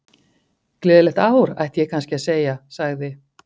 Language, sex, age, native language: Icelandic, female, 50-59, Icelandic